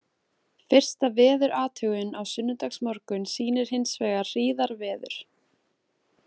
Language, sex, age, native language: Icelandic, female, 20-29, Icelandic